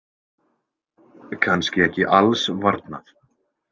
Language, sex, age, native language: Icelandic, male, 20-29, Icelandic